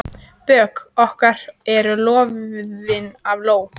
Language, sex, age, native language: Icelandic, female, 14, Icelandic